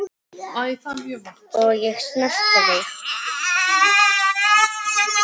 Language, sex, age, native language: Icelandic, female, 7, Icelandic